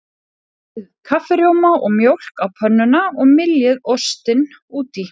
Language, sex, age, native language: Icelandic, female, 40-49, Icelandic